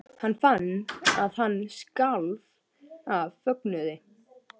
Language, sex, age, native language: Icelandic, male, 12, Icelandic